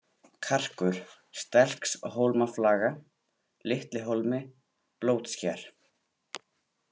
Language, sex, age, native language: Icelandic, male, 18-19, Icelandic